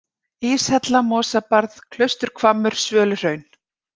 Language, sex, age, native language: Icelandic, female, 40-49, Icelandic